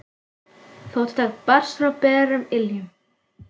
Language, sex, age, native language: Icelandic, female, 9, Icelandic